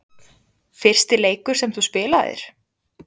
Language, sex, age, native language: Icelandic, female, 20-29, Icelandic